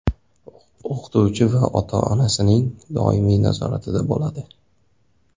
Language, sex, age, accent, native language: Uzbek, male, 19-29, Toshkent viloyati, Uzbek